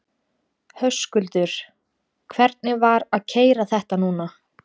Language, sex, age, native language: Icelandic, female, 20-29, Icelandic